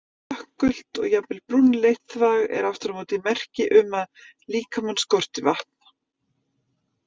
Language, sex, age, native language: Icelandic, female, 50-59, Icelandic